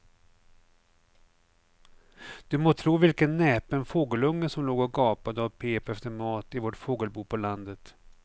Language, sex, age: Swedish, male, 49